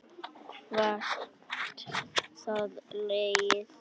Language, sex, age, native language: Icelandic, male, 9, Icelandic